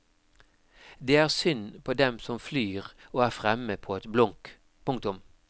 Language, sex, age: Norwegian, male, 52